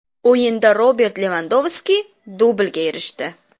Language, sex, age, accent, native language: Uzbek, female, under 19, Namangan, Uzbek